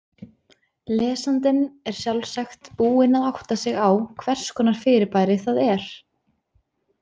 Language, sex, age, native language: Icelandic, female, 20-29, Icelandic